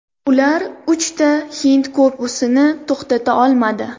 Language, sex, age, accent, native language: Uzbek, female, 18-24, Andijon, Uzbek